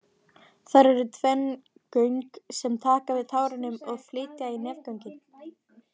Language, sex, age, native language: Icelandic, female, 20-29, Icelandic